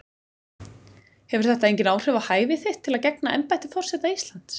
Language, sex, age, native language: Icelandic, female, 20-29, Icelandic